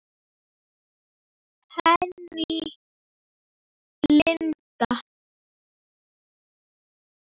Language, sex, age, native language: Icelandic, female, 9, Icelandic